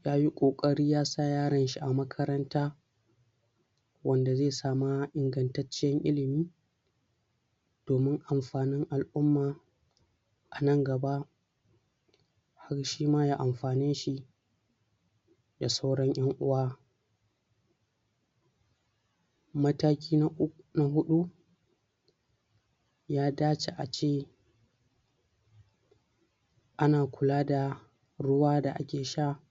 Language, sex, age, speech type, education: Hausa, male, 60+, spontaneous, tertiary